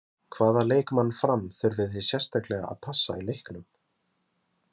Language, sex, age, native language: Icelandic, male, 20-29, Icelandic